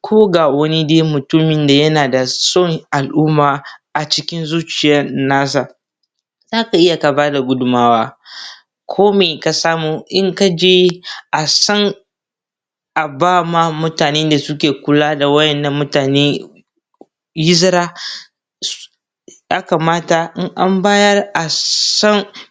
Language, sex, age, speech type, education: Hausa, male, 15-29, spontaneous, tertiary